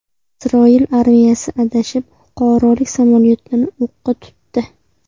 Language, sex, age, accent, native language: Uzbek, female, 18-24, Namangan, Uzbek